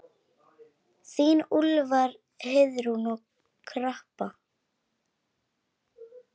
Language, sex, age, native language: Icelandic, female, 10, Icelandic